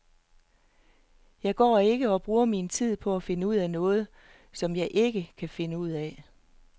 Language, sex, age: Danish, female, 48